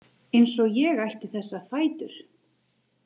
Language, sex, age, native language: Icelandic, female, 30-39, Icelandic